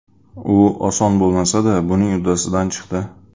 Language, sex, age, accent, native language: Uzbek, male, 25-34, Sirdaryo, Uzbek